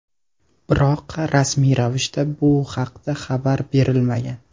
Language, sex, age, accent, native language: Uzbek, male, 18-24, Toshkent viloyati, Uzbek